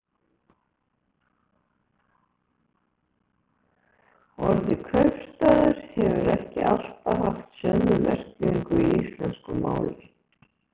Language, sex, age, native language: Icelandic, female, 60-69, Icelandic